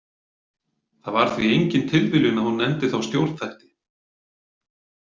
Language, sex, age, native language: Icelandic, male, 40-49, Icelandic